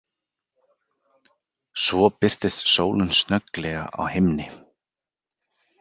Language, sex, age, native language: Icelandic, male, 40-49, Icelandic